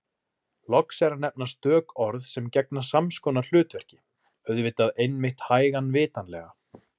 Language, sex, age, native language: Icelandic, male, 20-29, Icelandic